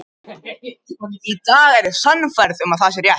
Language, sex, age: Icelandic, other, 50-59